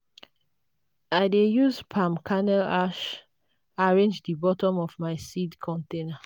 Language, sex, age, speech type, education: Nigerian Pidgin, female, 30-45, spontaneous, tertiary